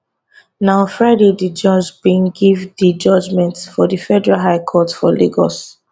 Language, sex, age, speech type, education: Nigerian Pidgin, female, 15-29, spontaneous, tertiary